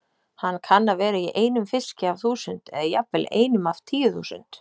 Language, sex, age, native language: Icelandic, female, 30-39, Icelandic